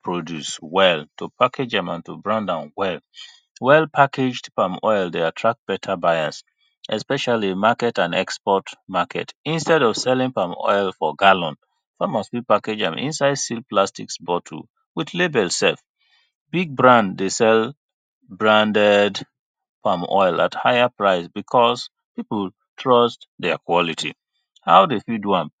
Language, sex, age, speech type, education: Nigerian Pidgin, male, 30-45, spontaneous, tertiary